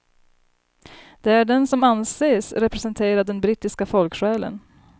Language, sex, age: Swedish, female, 30